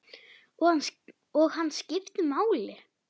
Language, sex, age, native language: Icelandic, female, 9, Icelandic